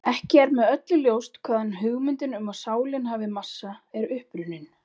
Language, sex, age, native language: Icelandic, female, 40-49, Icelandic